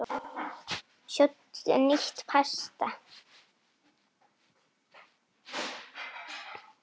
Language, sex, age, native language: Icelandic, female, 9, Icelandic